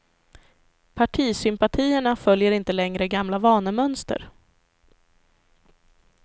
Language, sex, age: Swedish, female, 25